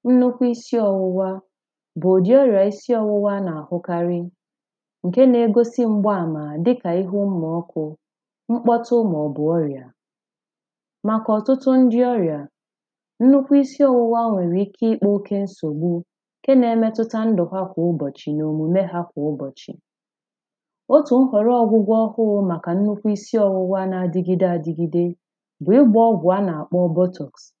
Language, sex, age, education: Igbo, female, 15-29, tertiary